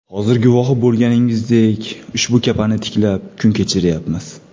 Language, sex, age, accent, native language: Uzbek, male, 25-34, Toshkent shahri, Uzbek